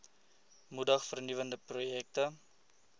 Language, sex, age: Afrikaans, male, 20